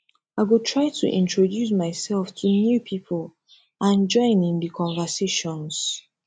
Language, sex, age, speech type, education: Nigerian Pidgin, female, 15-29, spontaneous, tertiary